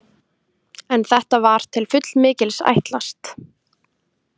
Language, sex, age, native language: Icelandic, female, 20-29, Icelandic